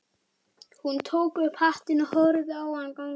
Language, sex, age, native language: Icelandic, male, 12, Icelandic